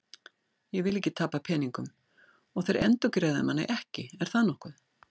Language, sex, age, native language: Icelandic, female, 60-69, Icelandic